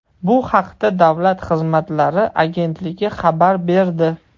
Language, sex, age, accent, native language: Uzbek, male, 18-24, Toshkent shahri, Russian